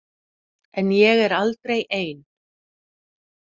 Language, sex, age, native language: Icelandic, female, 40-49, Icelandic